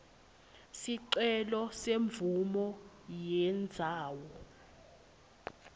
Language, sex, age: Swati, female, 20